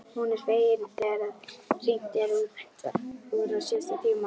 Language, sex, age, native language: Icelandic, female, 11, Icelandic